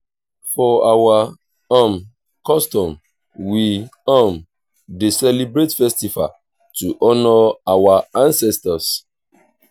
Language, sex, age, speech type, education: Nigerian Pidgin, male, 30-45, spontaneous, tertiary